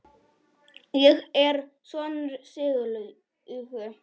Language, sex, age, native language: Icelandic, female, 10, Polish